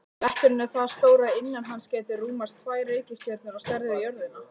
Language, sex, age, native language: Icelandic, female, 18-19, Icelandic